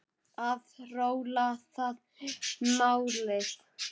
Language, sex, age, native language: Icelandic, male, 9, Icelandic